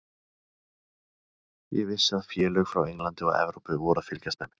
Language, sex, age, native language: Icelandic, male, 30-39, Icelandic